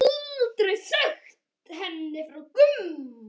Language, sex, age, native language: Icelandic, female, 10, Icelandic